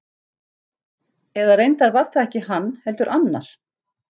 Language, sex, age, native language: Icelandic, female, 14, Icelandic